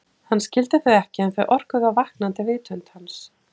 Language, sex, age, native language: Icelandic, female, 40-49, Icelandic